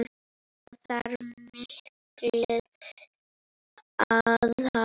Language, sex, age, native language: Icelandic, female, 8, Icelandic